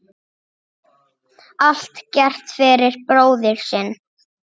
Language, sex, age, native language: Icelandic, male, 6, Icelandic